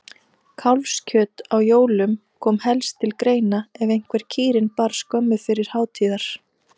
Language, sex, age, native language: Icelandic, female, 30-39, Icelandic